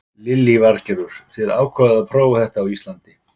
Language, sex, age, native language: Icelandic, male, 50-59, Icelandic